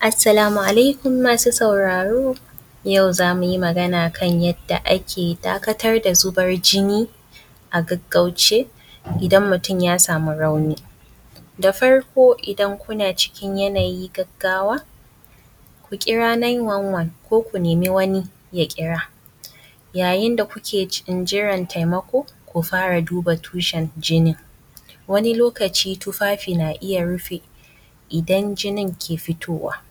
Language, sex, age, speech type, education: Hausa, female, 15-29, spontaneous, tertiary